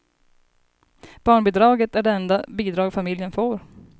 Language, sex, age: Swedish, female, 30